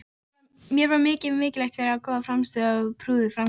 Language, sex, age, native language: Icelandic, female, 13, Icelandic